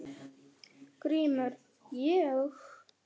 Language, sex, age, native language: Icelandic, female, 9, Icelandic